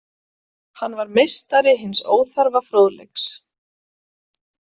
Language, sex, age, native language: Icelandic, female, 40-49, Icelandic